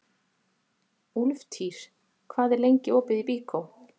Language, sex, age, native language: Icelandic, female, 40-49, Icelandic